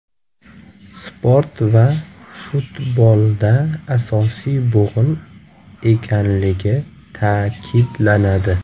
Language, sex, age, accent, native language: Uzbek, male, 25-34, Surxondaryo, Uzbek